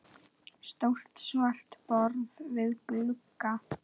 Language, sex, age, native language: Icelandic, male, 9, Icelandic